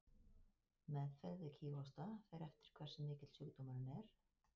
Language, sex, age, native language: Icelandic, female, 50-59, Icelandic